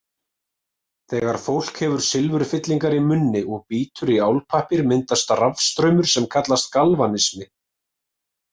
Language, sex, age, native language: Icelandic, male, 20-29, Icelandic